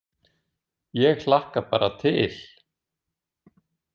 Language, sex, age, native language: Icelandic, male, 20-29, Icelandic